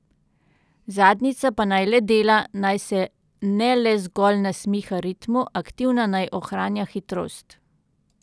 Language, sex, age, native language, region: Slovenian, female, 30-49, Slovenian, Central Slovenia